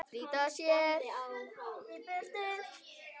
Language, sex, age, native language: Icelandic, female, 9, Icelandic